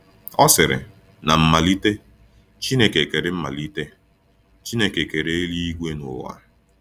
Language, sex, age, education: Igbo, male, 15-29, tertiary